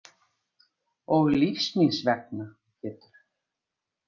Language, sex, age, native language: Icelandic, female, 50-59, Icelandic